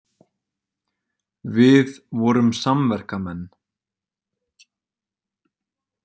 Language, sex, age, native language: Icelandic, male, 20-29, Icelandic